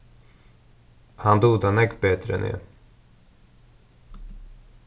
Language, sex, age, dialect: Faroese, male, 36-60, Suðurstreymoy